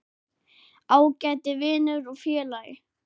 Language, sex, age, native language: Icelandic, male, 9, Icelandic